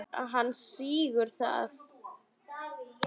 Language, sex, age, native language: Icelandic, female, 9, Icelandic